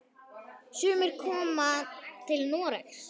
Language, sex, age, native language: Icelandic, male, 10, Icelandic